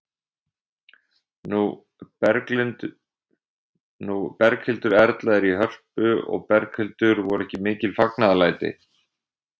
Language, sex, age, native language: Icelandic, male, 20-29, Icelandic